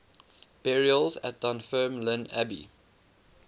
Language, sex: English, male